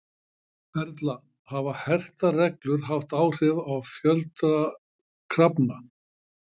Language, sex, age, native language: Icelandic, male, 60-69, Icelandic